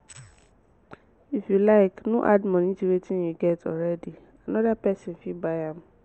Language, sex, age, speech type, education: Nigerian Pidgin, female, 15-29, spontaneous, tertiary